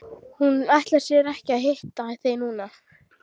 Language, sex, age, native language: Icelandic, female, 12, Icelandic